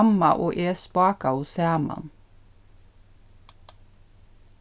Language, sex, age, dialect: Faroese, female, 36-60, Suðurstreymoy